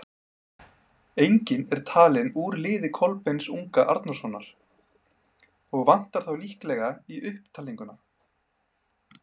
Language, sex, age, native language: Icelandic, male, 30-39, Icelandic